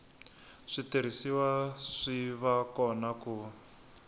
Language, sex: Tsonga, male